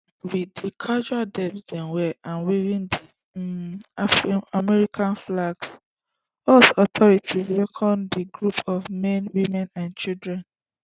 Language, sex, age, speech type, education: Nigerian Pidgin, female, 15-29, spontaneous, secondary